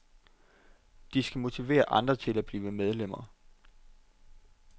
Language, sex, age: Danish, male, 25